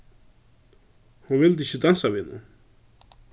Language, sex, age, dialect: Faroese, male, 36-60, Suðurstreymoy